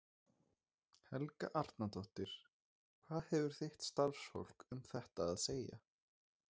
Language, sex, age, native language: Icelandic, male, 20-29, Icelandic